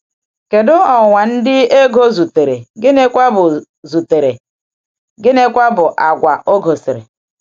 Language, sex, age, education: Igbo, female, 46-60, tertiary